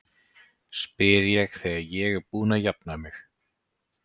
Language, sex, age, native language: Icelandic, male, 30-39, Icelandic